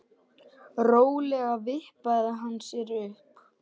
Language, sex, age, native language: Icelandic, male, 10, Icelandic